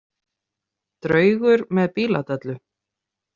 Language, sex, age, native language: Icelandic, female, 30-39, Icelandic